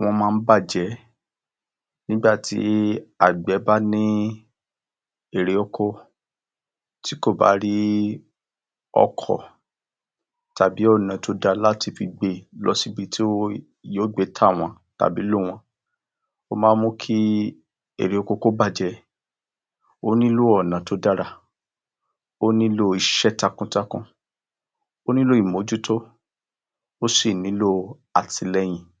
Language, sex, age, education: Yoruba, male, 60+, tertiary